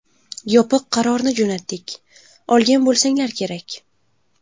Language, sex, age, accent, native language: Uzbek, female, 18-24, Buxoro, Uzbek